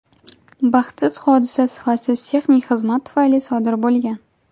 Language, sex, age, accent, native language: Uzbek, female, 18-24, Jizzax, Uzbek